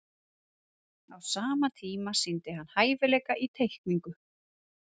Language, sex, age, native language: Icelandic, female, 30-39, Icelandic